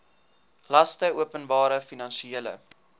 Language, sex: Afrikaans, male